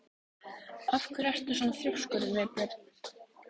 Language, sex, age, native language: Icelandic, female, 18-19, Icelandic